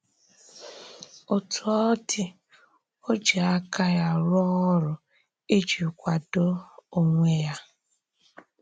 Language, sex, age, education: Igbo, female, 30-45, tertiary